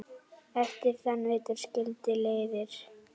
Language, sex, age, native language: Icelandic, female, 10, Icelandic